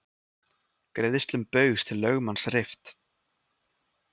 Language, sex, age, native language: Icelandic, male, 20-29, Icelandic